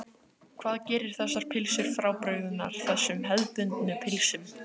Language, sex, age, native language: Icelandic, female, 15, Icelandic